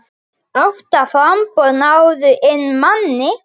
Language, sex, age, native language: Icelandic, male, 9, Icelandic